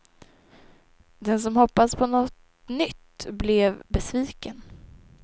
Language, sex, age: Swedish, female, 23